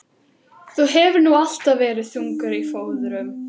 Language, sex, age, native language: Icelandic, other, 12, Icelandic